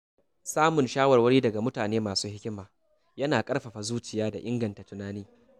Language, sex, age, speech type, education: Hausa, male, 15-29, read, secondary